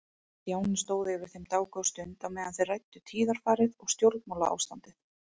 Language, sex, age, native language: Icelandic, female, 30-39, Icelandic